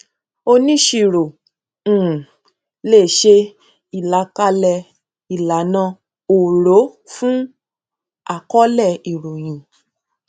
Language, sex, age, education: Yoruba, female, 15-29, tertiary